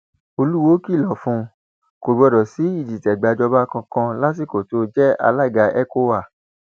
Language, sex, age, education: Yoruba, male, 30-45, tertiary